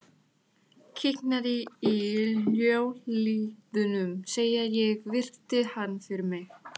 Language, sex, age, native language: Icelandic, female, 18-19, Thai